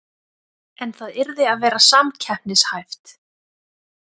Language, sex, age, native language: Icelandic, female, 20-29, Icelandic